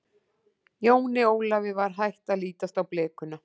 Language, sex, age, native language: Icelandic, female, 40-49, Icelandic